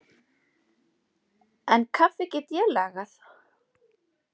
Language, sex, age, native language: Icelandic, female, 40-49, Icelandic